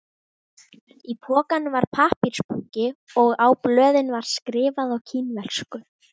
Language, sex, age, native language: Icelandic, female, 18-19, Icelandic